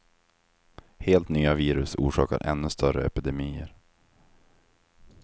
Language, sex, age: Swedish, male, 25